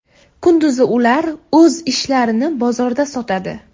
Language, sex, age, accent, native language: Uzbek, female, 18-24, Buxoro, Uzbek